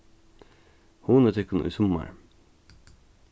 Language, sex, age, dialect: Faroese, male, 15-35, Norðuroyggjar